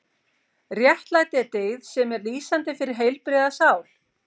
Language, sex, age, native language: Icelandic, female, 50-59, Icelandic